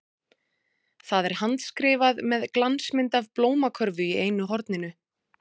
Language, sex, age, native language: Icelandic, female, 30-39, Icelandic